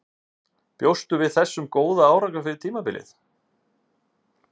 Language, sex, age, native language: Icelandic, male, 50-59, Icelandic